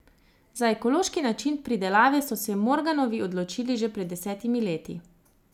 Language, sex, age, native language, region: Slovenian, female, 30-49, Slovenian, Zasavska region